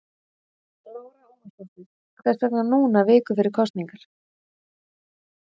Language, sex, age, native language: Icelandic, female, 30-39, Icelandic